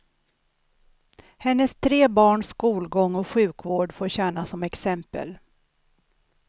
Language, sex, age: Swedish, female, 63